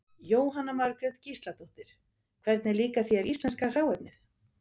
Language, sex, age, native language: Icelandic, female, 50-59, Icelandic